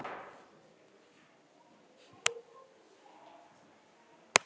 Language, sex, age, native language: Icelandic, female, 40-49, Icelandic